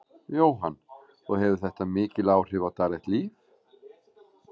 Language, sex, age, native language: Icelandic, male, 40-49, Icelandic